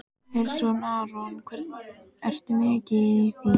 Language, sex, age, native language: Icelandic, female, 12, Icelandic